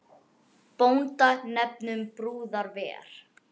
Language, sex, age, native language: Icelandic, other, 10, Icelandic